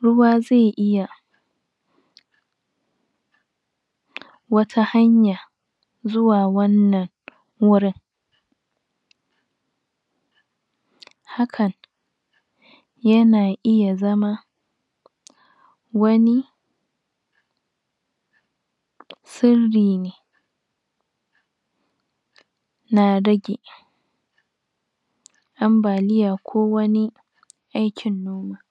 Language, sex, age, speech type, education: Hausa, female, 15-29, spontaneous, tertiary